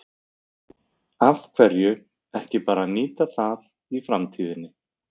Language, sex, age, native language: Icelandic, male, 30-39, Icelandic